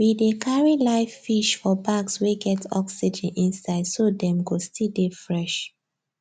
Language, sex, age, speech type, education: Nigerian Pidgin, female, 15-29, spontaneous, tertiary